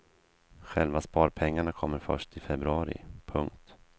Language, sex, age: Swedish, male, 32